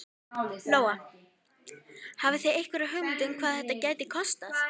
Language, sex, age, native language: Icelandic, female, 12, Icelandic